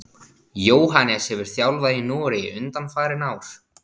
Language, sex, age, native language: Icelandic, male, 16, Icelandic